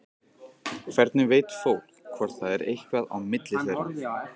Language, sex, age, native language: Icelandic, male, 15, Icelandic